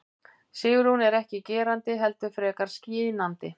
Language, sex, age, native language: Icelandic, female, 50-59, Icelandic